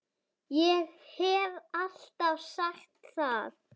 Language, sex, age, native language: Icelandic, female, 7, Icelandic